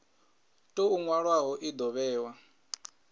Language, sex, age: Venda, male, 22